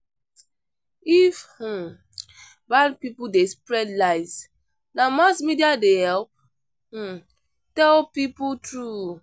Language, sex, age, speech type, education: Nigerian Pidgin, female, 15-29, spontaneous, tertiary